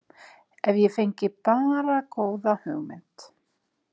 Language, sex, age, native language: Icelandic, female, 50-59, Icelandic